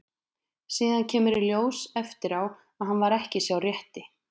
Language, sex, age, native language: Icelandic, female, 20-29, Icelandic